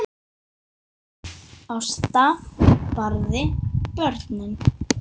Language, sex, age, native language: Icelandic, other, 10, Icelandic